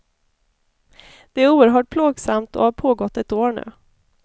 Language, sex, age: Swedish, female, 33